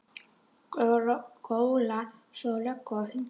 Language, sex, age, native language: Icelandic, female, 11, Icelandic